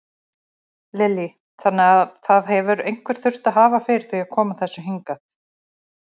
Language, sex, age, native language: Icelandic, female, 40-49, Icelandic